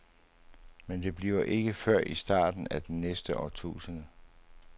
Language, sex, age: Danish, male, 59